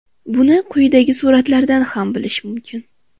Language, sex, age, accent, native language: Uzbek, female, 18-24, Farg'ona, Uzbek